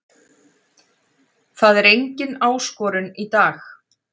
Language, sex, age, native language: Icelandic, female, 40-49, Icelandic